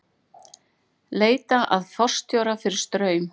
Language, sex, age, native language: Icelandic, female, 40-49, Icelandic